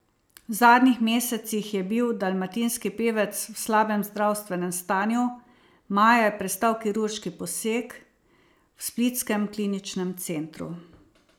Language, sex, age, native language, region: Slovenian, female, 50-59, Slovenian, Savinja region